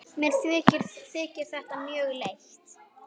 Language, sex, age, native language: Icelandic, female, 10, Icelandic